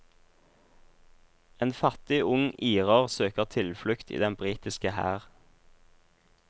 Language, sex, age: Norwegian, male, 26